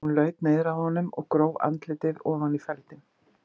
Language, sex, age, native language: Icelandic, female, 50-59, Icelandic